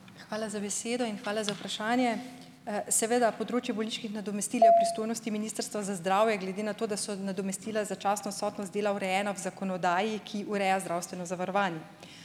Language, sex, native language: Slovenian, female, Slovenian